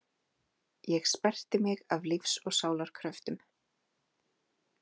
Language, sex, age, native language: Icelandic, female, 30-39, Icelandic